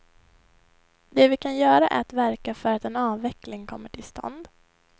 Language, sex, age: Swedish, female, 21